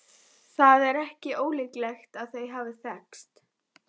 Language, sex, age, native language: Icelandic, female, 11, Icelandic